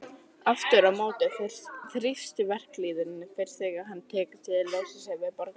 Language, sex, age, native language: Icelandic, female, 30-39, Icelandic